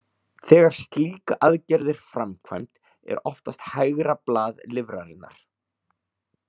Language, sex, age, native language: Icelandic, male, 30-39, Icelandic